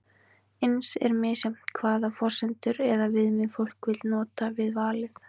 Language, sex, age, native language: Icelandic, female, 20-29, Icelandic